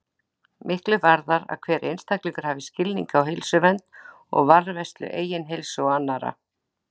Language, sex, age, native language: Icelandic, female, 60-69, Icelandic